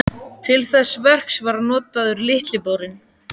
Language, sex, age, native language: Icelandic, male, 14, Icelandic